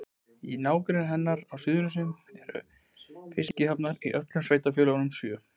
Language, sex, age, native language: Icelandic, male, 20-29, Icelandic